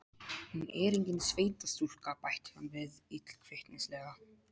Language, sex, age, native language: Icelandic, male, 12, Polish